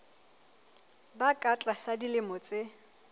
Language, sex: Southern Sotho, female